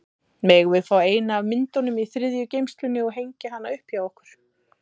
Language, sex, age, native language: Icelandic, female, 30-39, Icelandic